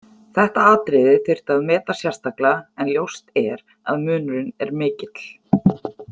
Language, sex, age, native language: Icelandic, female, 40-49, Icelandic